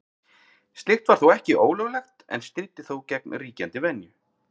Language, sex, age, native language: Icelandic, male, 40-49, Icelandic